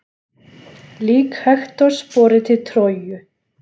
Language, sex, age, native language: Icelandic, female, 40-49, Icelandic